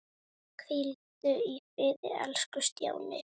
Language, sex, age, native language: Icelandic, female, 9, Icelandic